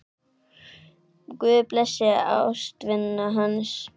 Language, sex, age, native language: Icelandic, male, 8, Icelandic